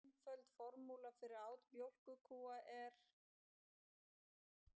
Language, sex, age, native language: Icelandic, female, 50-59, Icelandic